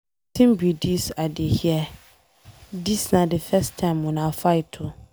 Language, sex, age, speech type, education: Nigerian Pidgin, female, 15-29, read, secondary